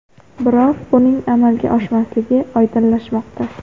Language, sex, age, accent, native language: Uzbek, female, under 19, Xorazm, Uzbek